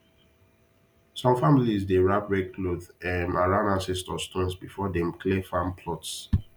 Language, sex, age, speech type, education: Nigerian Pidgin, male, 15-29, spontaneous, tertiary